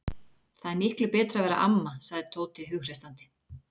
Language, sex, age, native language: Icelandic, female, 40-49, Icelandic